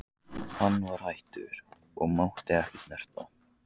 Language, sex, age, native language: Icelandic, male, 14, Icelandic